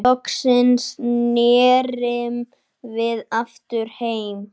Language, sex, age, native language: Icelandic, male, 9, Icelandic